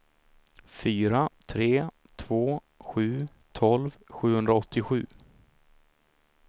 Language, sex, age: Swedish, male, 26